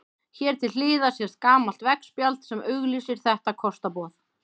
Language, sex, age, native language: Icelandic, female, 30-39, Icelandic